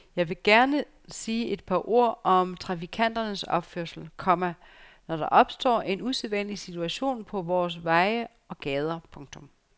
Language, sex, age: Danish, female, 49